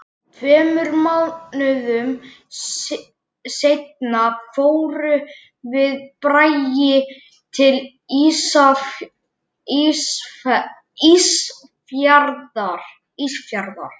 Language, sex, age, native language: Icelandic, male, 11, Icelandic